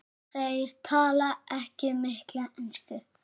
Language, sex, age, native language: Icelandic, female, 6, Icelandic